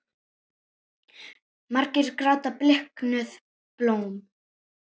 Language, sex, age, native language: Icelandic, female, 9, Icelandic